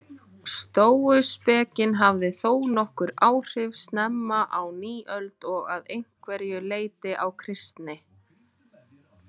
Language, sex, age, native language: Icelandic, female, 20-29, Icelandic